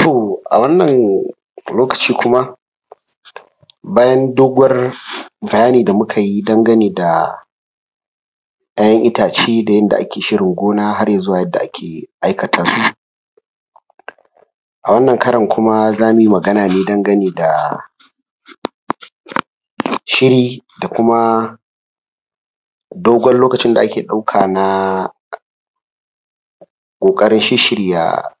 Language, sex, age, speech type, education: Hausa, male, 30-45, spontaneous, primary